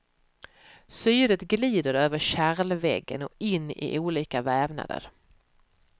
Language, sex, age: Swedish, female, 44